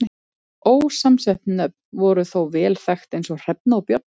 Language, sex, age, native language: Icelandic, female, 30-39, Icelandic